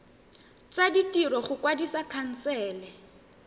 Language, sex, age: Tswana, female, 18